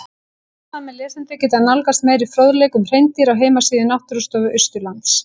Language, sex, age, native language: Icelandic, female, 18-19, Icelandic